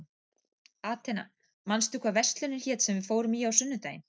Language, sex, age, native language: Icelandic, female, 40-49, Icelandic